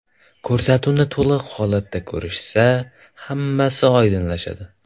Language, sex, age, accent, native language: Uzbek, male, 12-17, Toshkent viloyati, Kazakh